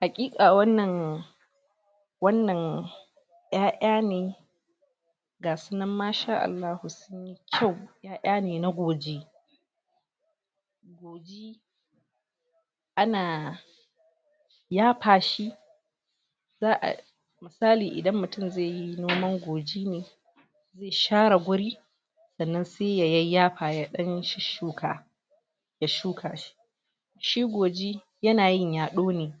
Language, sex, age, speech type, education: Hausa, female, 46-60, spontaneous, tertiary